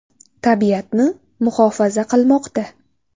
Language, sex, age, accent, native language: Uzbek, female, 19-29, Toshkent shahri, Uzbek